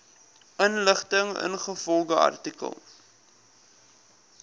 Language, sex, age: Afrikaans, male, 22